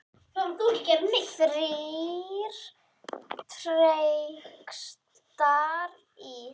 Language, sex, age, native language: Icelandic, female, 8, Icelandic